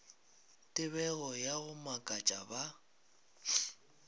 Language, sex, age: Northern Sotho, male, 22